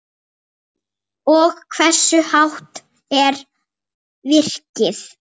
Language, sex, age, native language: Icelandic, female, 8, Icelandic